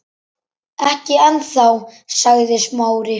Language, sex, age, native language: Icelandic, male, 10, Icelandic